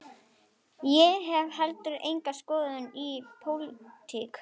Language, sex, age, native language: Icelandic, female, 11, Icelandic